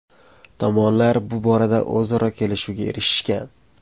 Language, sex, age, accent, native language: Uzbek, male, 25-34, Surxondaryo, Uzbek